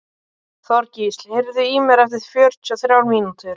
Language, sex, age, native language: Icelandic, male, 12, Icelandic